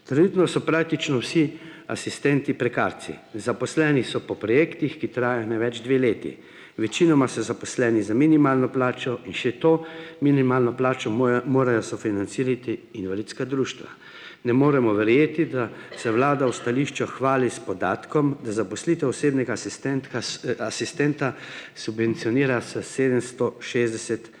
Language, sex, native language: Slovenian, male, Slovenian